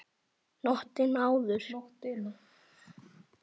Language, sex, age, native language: Icelandic, male, 8, Icelandic